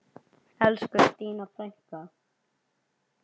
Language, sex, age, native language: Icelandic, male, 9, Icelandic